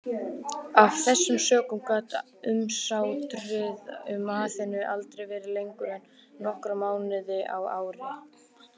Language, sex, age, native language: Icelandic, male, 18-19, Icelandic